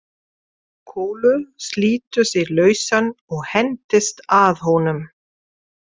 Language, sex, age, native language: Icelandic, female, 40-49, German